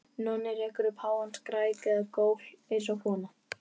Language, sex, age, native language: Icelandic, male, 11, Icelandic